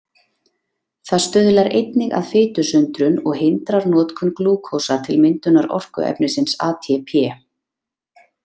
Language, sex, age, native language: Icelandic, female, 30-39, Icelandic